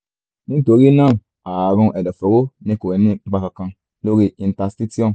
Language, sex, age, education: Yoruba, male, 15-29, tertiary